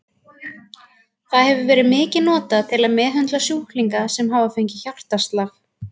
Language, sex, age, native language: Icelandic, female, 20-29, Icelandic